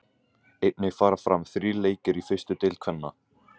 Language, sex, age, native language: Icelandic, male, 18-19, Icelandic